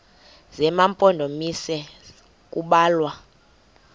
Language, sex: Xhosa, female